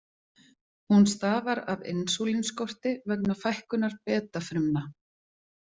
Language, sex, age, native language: Icelandic, female, 40-49, Icelandic